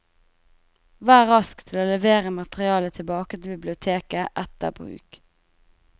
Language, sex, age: Norwegian, female, 20